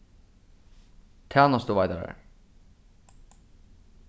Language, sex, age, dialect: Faroese, male, 15-35, Suðurstreymoy